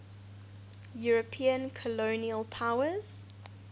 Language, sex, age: English, female, 19